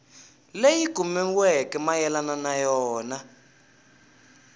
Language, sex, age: Tsonga, male, 20